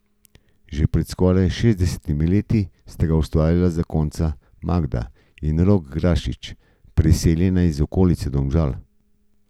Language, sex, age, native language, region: Slovenian, male, 50-59, Slovenian, Gorenjska region